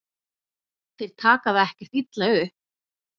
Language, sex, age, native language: Icelandic, female, 11, Icelandic